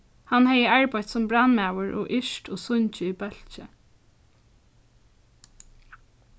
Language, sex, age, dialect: Faroese, female, 15-35, Norðurstreymoy/Eysturoy